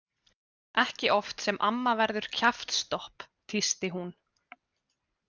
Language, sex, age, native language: Icelandic, female, 20-29, Icelandic